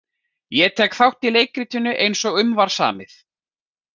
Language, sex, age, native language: Icelandic, male, 40-49, Icelandic